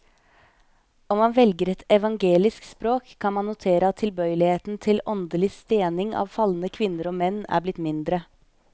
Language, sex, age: Norwegian, female, 25